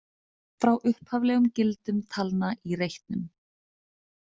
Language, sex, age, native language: Icelandic, female, 30-39, Icelandic